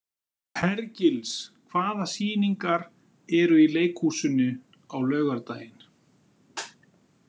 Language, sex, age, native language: Icelandic, male, 50-59, Icelandic